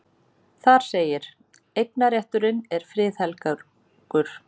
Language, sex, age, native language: Icelandic, female, 40-49, Icelandic